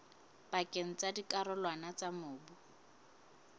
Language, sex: Southern Sotho, female